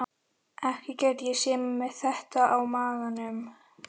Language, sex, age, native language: Icelandic, male, 13, Icelandic